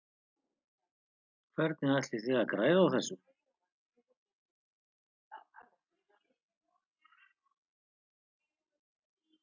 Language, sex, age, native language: Icelandic, male, 50-59, Icelandic